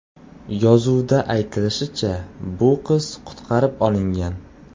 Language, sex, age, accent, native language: Uzbek, male, 18-24, Qoraqalpog'iston, Uzbek